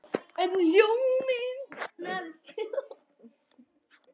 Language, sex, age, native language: Icelandic, male, 10, Icelandic